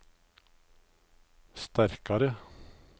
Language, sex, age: Norwegian, male, 56